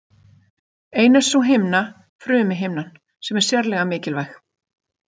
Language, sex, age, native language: Icelandic, female, 50-59, Icelandic